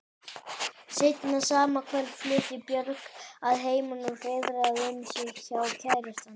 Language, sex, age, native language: Icelandic, male, 18-19, Icelandic